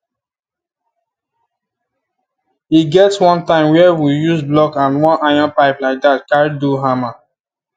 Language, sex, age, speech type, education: Nigerian Pidgin, male, 15-29, spontaneous, tertiary